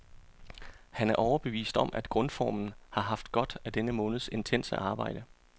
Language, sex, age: Danish, male, 34